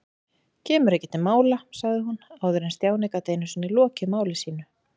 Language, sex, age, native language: Icelandic, female, 40-49, Icelandic